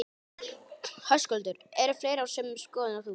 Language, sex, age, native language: Icelandic, male, 11, Icelandic